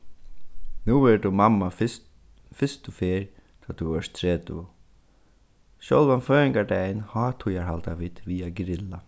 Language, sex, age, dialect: Faroese, male, 15-35, Suðurstreymoy